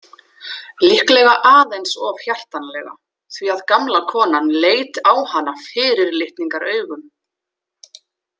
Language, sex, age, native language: Icelandic, female, 40-49, Icelandic